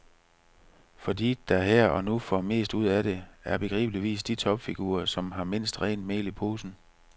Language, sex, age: Danish, male, 45